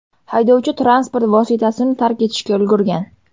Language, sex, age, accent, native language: Uzbek, female, 18-24, Surxondaryo, Uzbek